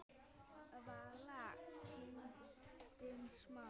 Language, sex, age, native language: Icelandic, female, 9, Icelandic